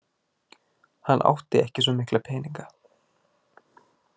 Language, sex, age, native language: Icelandic, male, 20-29, Icelandic